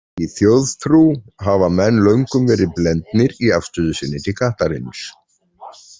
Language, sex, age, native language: Icelandic, male, 40-49, Icelandic